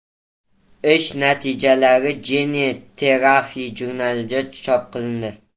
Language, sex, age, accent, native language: Uzbek, male, 18-24, Toshkent viloyati, Uzbek